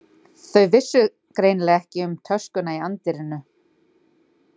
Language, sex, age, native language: Icelandic, female, 40-49, Icelandic